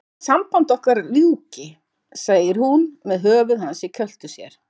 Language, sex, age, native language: Icelandic, female, 50-59, Icelandic